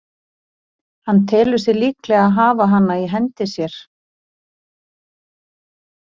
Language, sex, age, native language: Icelandic, female, 40-49, Icelandic